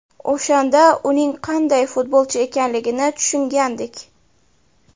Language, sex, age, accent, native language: Uzbek, female, 18-24, Toshkent shahri, Uzbek